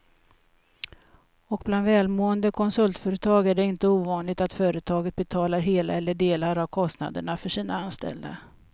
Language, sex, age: Swedish, female, 56